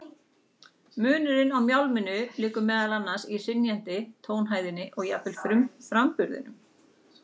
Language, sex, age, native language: Icelandic, female, 40-49, Icelandic